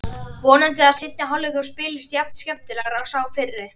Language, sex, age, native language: Icelandic, female, 30-39, Icelandic